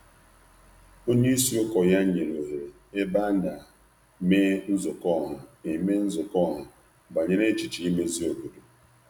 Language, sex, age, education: Igbo, male, 30-45, tertiary